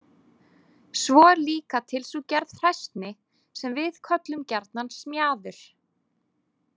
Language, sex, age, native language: Icelandic, female, 20-29, Icelandic